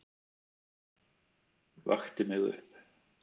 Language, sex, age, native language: Icelandic, male, 30-39, Icelandic